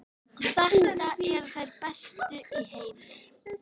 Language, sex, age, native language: Icelandic, female, 13, Icelandic